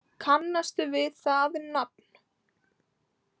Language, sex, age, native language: Icelandic, female, 18-19, Icelandic